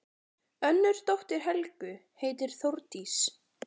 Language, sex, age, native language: Icelandic, female, 40-49, Icelandic